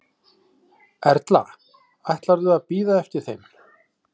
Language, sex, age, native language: Icelandic, male, 40-49, Icelandic